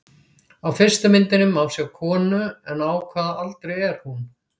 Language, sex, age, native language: Icelandic, female, 60-69, Icelandic